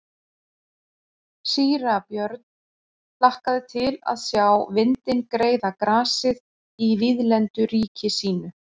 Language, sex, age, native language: Icelandic, female, 40-49, Icelandic